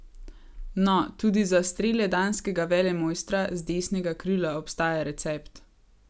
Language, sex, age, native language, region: Slovenian, female, 18-29, Slovenian, Gorenjska region